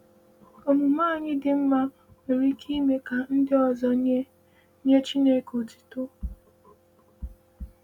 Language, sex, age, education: Igbo, female, 15-29, tertiary